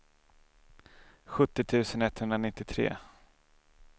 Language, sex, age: Swedish, male, 27